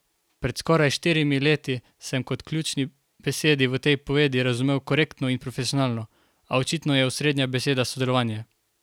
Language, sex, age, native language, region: Slovenian, male, 18-29, Slovenian, Carinthia region